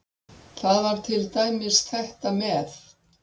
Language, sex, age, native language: Icelandic, female, 60-69, Icelandic